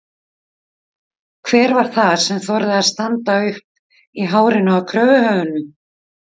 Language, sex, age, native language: Icelandic, female, 50-59, Icelandic